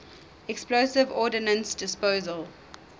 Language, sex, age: English, female, 19